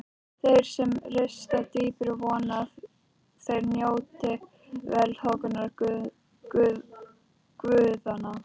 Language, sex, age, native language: Icelandic, other, 13, Icelandic